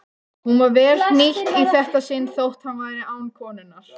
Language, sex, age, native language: Icelandic, female, 18-19, Icelandic